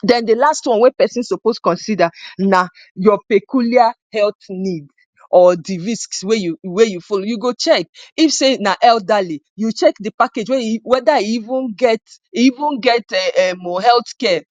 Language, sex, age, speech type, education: Nigerian Pidgin, female, 30-45, spontaneous, tertiary